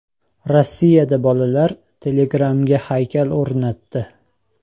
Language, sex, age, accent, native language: Uzbek, male, 18-24, Andijon, Uzbek